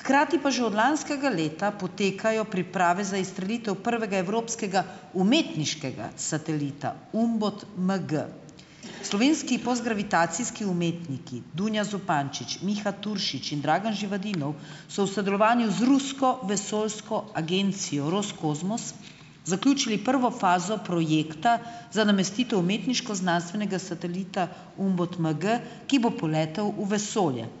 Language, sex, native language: Slovenian, female, Slovenian